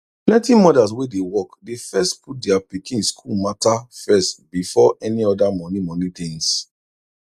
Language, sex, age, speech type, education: Nigerian Pidgin, male, 30-45, spontaneous, tertiary